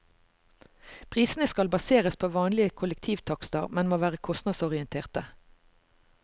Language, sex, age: Norwegian, female, 45